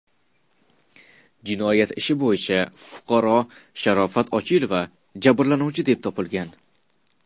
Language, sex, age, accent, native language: Uzbek, male, 19-29, Qashqadaryo, Uzbek